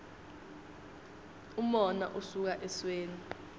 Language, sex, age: Swati, female, 19